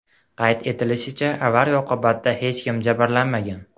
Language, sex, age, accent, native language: Uzbek, male, 18-24, Andijon, Uzbek